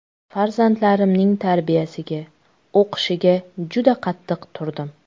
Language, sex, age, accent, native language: Uzbek, female, 25-34, Toshkent shahri, Uzbek